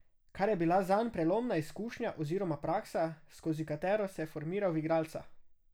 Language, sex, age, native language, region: Slovenian, male, 18-29, Slovenian, Drava region